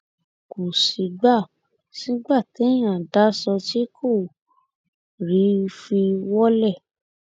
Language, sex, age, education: Yoruba, female, 15-29, tertiary